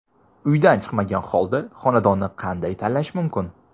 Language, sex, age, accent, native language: Uzbek, male, 19-29, Toshkent viloyati, Uzbek